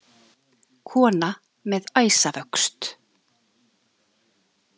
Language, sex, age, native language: Icelandic, female, 30-39, Icelandic